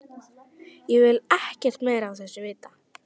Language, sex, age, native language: Icelandic, female, 11, Icelandic